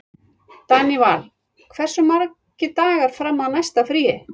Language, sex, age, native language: Icelandic, female, 40-49, Icelandic